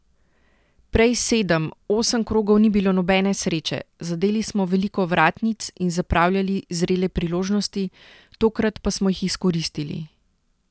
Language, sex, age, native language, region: Slovenian, female, 30-49, Slovenian, Central Slovenia